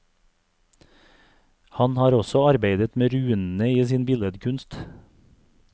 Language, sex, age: Norwegian, male, 42